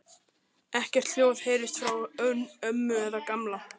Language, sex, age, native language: Icelandic, male, 12, Icelandic